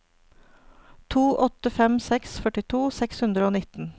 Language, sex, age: Norwegian, female, 49